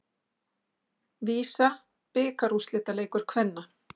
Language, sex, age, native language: Icelandic, female, 60-69, Icelandic